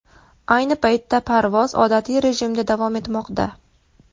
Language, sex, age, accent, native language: Uzbek, female, 19-29, Farg'ona, Uzbek